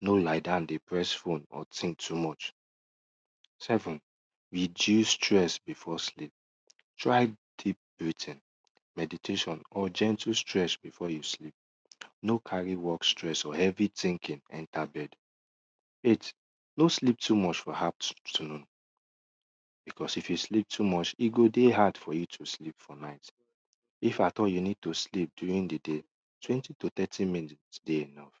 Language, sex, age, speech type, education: Nigerian Pidgin, male, 15-29, spontaneous, tertiary